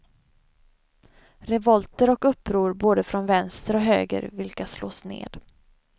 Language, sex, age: Swedish, female, 25